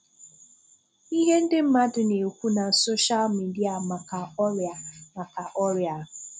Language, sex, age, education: Igbo, female, 30-45, tertiary